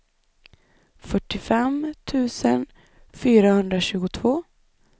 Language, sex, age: Swedish, female, 25